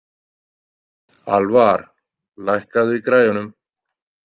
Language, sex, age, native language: Icelandic, male, 30-39, Icelandic